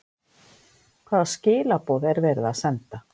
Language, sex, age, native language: Icelandic, female, 50-59, Icelandic